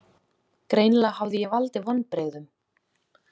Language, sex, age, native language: Icelandic, female, 20-29, Icelandic